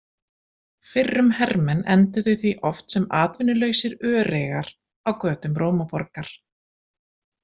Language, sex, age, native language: Icelandic, female, 50-59, Icelandic